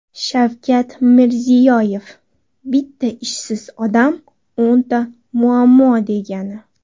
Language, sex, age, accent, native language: Uzbek, female, 19-29, Toshkent viloyati, Uzbek